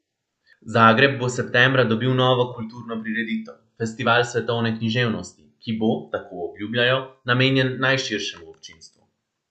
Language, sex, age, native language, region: Slovenian, male, 18-29, Slovenian, Central Slovenia